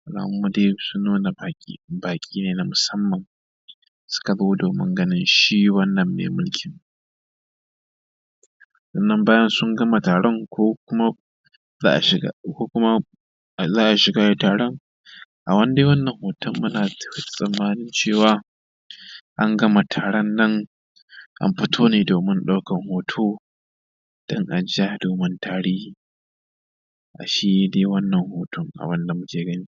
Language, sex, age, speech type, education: Hausa, male, 15-29, spontaneous, tertiary